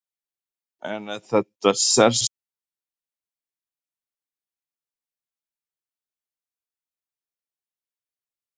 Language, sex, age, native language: Icelandic, male, 18-19, Icelandic